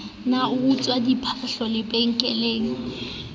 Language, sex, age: Southern Sotho, female, 18